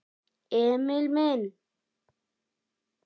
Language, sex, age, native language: Icelandic, female, 9, Icelandic